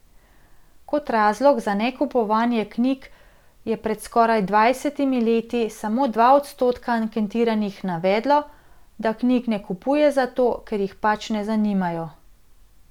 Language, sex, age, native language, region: Slovenian, female, 30-49, Slovenian, Central Slovenia